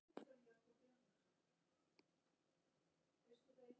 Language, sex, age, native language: Icelandic, female, 50-59, Icelandic